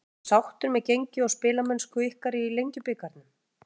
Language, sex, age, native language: Icelandic, female, 40-49, Icelandic